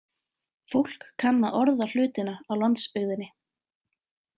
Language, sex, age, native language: Icelandic, female, 20-29, Icelandic